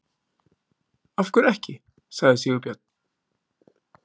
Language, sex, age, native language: Icelandic, male, 30-39, Icelandic